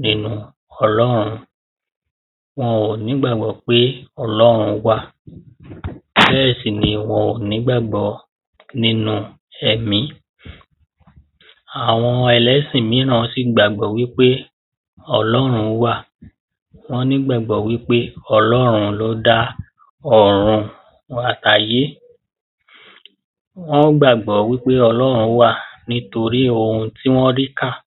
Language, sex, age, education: Yoruba, male, 15-29, primary